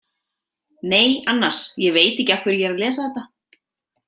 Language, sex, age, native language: Icelandic, female, 30-39, Icelandic